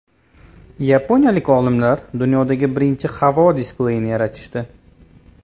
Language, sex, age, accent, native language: Uzbek, male, 25-34, Toshkent viloyati, Uzbek